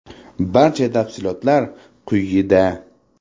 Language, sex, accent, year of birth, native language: Uzbek, male, Jizzax, 1999, Uzbek